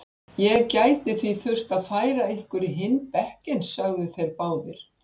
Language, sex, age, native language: Icelandic, female, 60-69, Icelandic